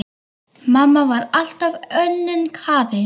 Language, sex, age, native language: Icelandic, female, 8, Icelandic